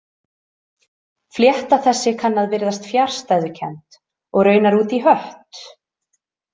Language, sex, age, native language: Icelandic, female, 30-39, Icelandic